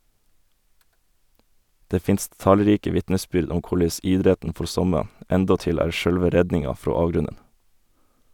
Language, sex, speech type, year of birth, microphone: Norwegian, male, read, 1991, Sennheiser